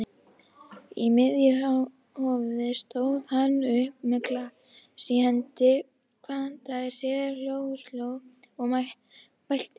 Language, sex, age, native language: Icelandic, female, 50-59, Icelandic